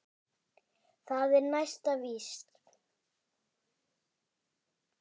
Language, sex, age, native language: Icelandic, male, 10, Icelandic